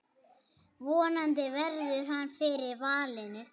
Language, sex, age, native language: Icelandic, female, 8, Icelandic